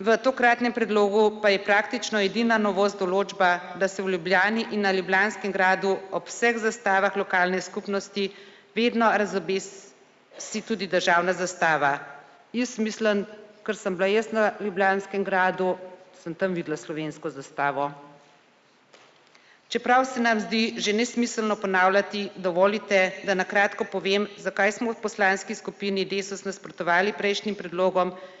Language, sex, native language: Slovenian, female, Slovenian